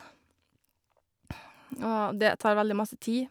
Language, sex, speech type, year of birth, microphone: Norwegian, female, spontaneous, 1986, Shure